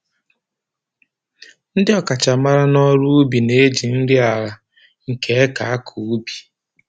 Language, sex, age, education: Igbo, male, 15-29, tertiary